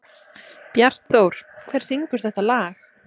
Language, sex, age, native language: Icelandic, female, 20-29, Icelandic